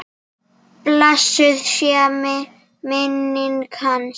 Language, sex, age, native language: Icelandic, female, 7, Icelandic